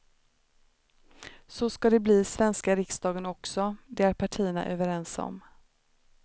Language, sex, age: Swedish, female, 29